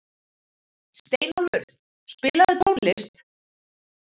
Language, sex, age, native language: Icelandic, female, 30-39, Icelandic